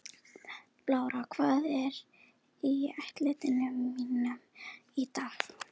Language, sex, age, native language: Icelandic, female, 20-29, Icelandic